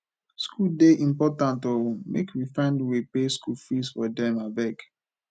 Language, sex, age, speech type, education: Nigerian Pidgin, male, 15-29, spontaneous, tertiary